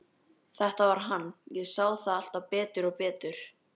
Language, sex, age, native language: Icelandic, female, 12, Icelandic